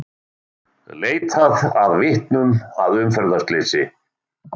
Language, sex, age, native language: Icelandic, male, 60-69, Icelandic